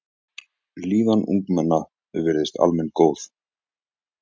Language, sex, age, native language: Icelandic, male, 20-29, Icelandic